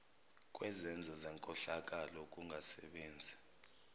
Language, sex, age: Zulu, male, 29